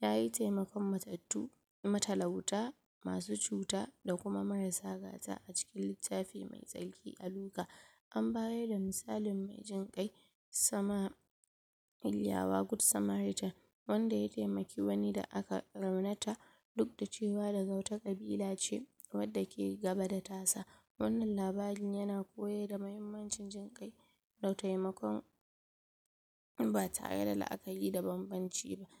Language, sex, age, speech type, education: Hausa, female, 46-60, spontaneous, tertiary